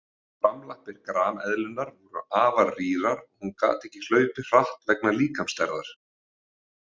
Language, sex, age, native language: Icelandic, male, 40-49, Icelandic